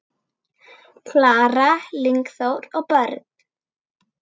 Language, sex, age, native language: Icelandic, female, 9, Icelandic